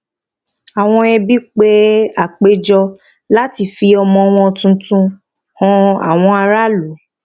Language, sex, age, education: Yoruba, female, 15-29, tertiary